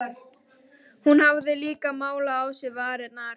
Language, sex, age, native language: Icelandic, female, 12, Icelandic